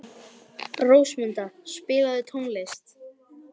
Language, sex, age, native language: Icelandic, male, 12, Icelandic